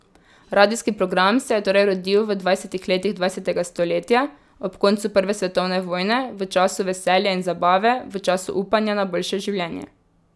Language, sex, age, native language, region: Slovenian, female, 18-29, Slovenian, Drava region